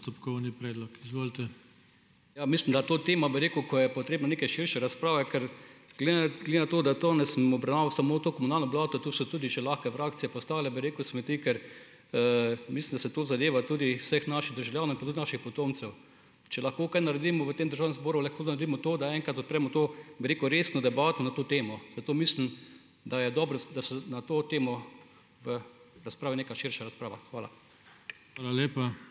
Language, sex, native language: Slovenian, male, Slovenian